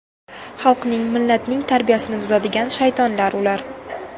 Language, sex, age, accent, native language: Uzbek, female, 19-29, Toshkent viloyati, Uzbek